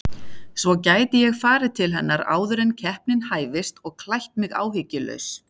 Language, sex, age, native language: Icelandic, female, 40-49, Icelandic